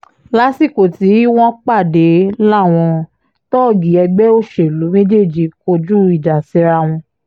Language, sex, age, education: Yoruba, female, 15-29, tertiary